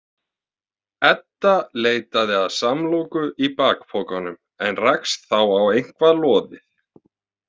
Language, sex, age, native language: Icelandic, male, 30-39, Icelandic